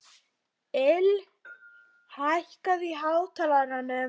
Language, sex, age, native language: Icelandic, female, 12, Icelandic